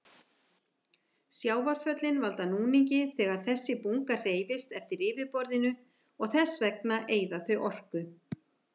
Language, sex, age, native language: Icelandic, female, 50-59, Icelandic